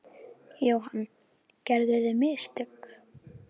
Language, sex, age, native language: Icelandic, female, 10, Icelandic